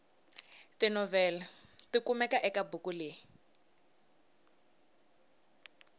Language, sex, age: Tsonga, female, 19